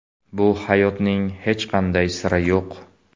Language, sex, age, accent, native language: Uzbek, male, 18-24, Samarqand, Uzbek